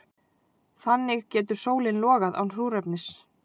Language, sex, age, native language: Icelandic, female, 40-49, Icelandic